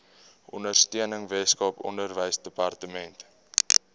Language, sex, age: Afrikaans, male, 18